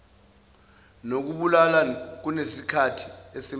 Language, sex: Zulu, male